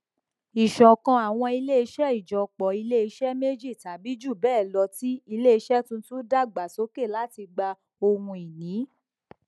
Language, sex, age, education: Yoruba, female, 15-29, tertiary